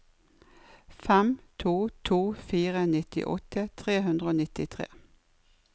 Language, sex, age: Norwegian, female, 56